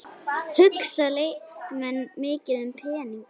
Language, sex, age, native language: Icelandic, female, 8, Icelandic